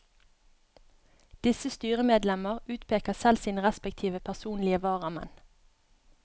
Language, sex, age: Norwegian, female, 31